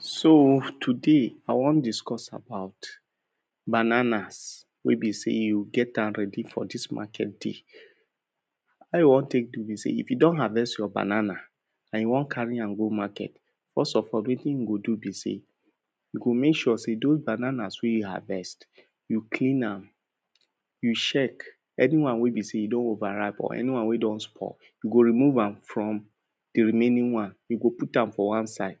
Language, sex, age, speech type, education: Nigerian Pidgin, male, 30-45, spontaneous, tertiary